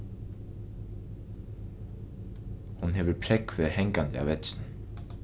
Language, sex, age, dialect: Faroese, male, 15-35, Norðuroyggjar